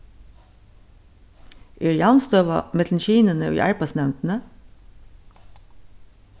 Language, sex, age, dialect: Faroese, female, 61+, Suðurstreymoy